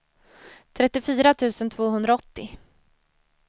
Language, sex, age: Swedish, female, 30